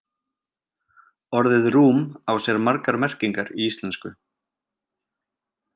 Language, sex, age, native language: Icelandic, male, 20-29, Icelandic